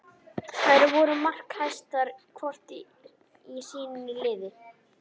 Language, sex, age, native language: Icelandic, male, 11, Icelandic